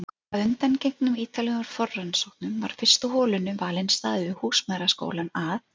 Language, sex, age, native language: Icelandic, female, 40-49, Icelandic